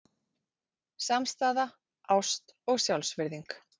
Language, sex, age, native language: Icelandic, female, 40-49, Icelandic